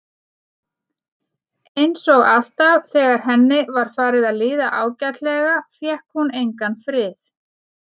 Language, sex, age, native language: Icelandic, female, 40-49, Icelandic